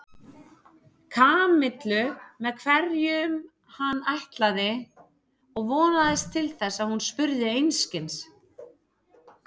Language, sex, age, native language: Icelandic, female, 30-39, Icelandic